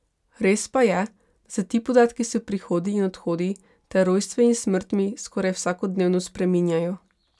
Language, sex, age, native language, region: Slovenian, female, 18-29, Slovenian, Pomurje region